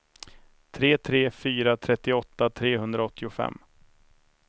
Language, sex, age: Swedish, male, 31